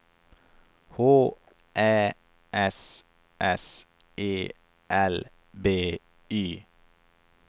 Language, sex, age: Swedish, male, 28